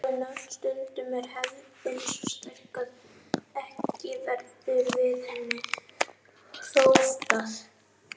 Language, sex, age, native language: Icelandic, female, 18-19, Icelandic